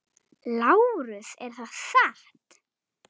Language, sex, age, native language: Icelandic, female, 7, Icelandic